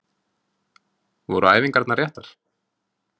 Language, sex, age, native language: Icelandic, male, 20-29, Icelandic